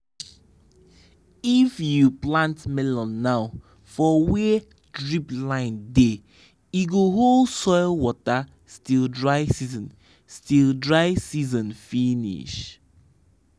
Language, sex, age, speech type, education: Nigerian Pidgin, male, 15-29, spontaneous, tertiary